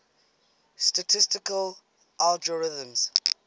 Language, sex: English, female